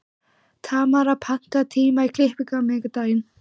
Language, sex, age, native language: Icelandic, female, 14, Icelandic